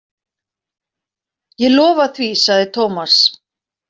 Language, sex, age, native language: Icelandic, female, 40-49, Icelandic